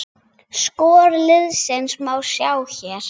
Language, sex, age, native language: Icelandic, female, 8, Icelandic